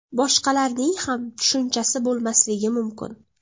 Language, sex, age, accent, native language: Uzbek, female, 19-29, Jizzax, Uzbek